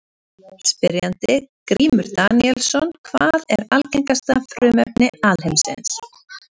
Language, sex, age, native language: Icelandic, female, 30-39, Icelandic